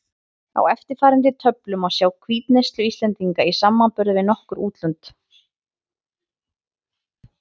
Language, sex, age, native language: Icelandic, female, 30-39, Icelandic